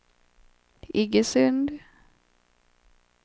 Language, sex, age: Swedish, female, 25